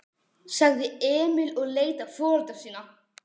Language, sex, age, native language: Icelandic, female, 12, Icelandic